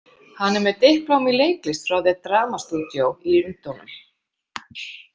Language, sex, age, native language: Icelandic, female, 50-59, Icelandic